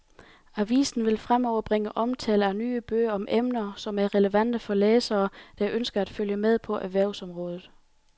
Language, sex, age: Danish, female, 28